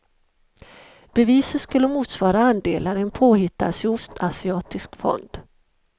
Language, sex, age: Swedish, female, 51